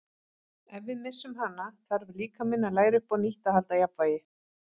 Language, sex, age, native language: Icelandic, female, 40-49, Icelandic